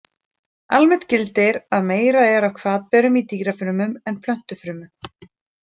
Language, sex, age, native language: Icelandic, female, 40-49, Icelandic